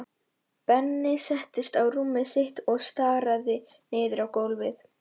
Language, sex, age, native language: Icelandic, female, 11, Polish